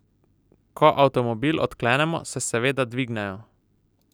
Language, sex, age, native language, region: Slovenian, male, 18-29, Slovenian, Southeast Slovenia